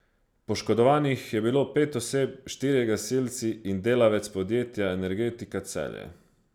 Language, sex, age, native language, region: Slovenian, male, 30-49, Slovenian, Savinja region